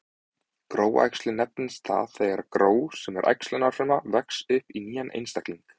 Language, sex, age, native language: Icelandic, male, 20-29, Icelandic